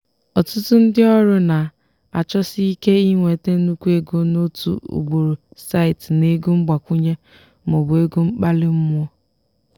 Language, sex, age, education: Igbo, female, 15-29, tertiary